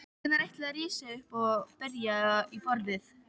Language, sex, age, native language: Icelandic, female, 12, Icelandic